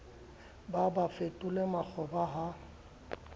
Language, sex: Southern Sotho, male